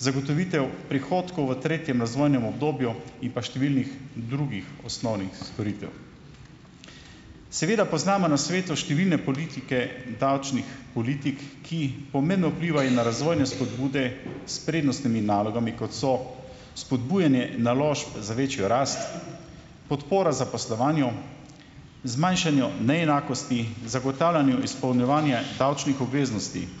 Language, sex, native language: Slovenian, male, Slovenian